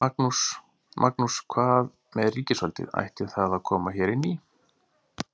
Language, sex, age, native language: Icelandic, male, 40-49, Icelandic